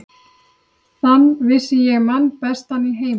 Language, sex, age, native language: Icelandic, female, 30-39, Icelandic